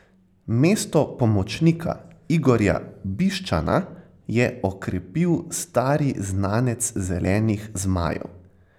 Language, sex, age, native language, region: Slovenian, male, 18-29, Slovenian, Central Slovenia